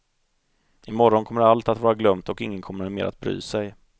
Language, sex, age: Swedish, male, 30